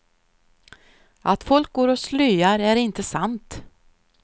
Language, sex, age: Swedish, female, 53